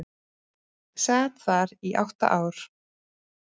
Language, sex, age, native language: Icelandic, female, 30-39, Icelandic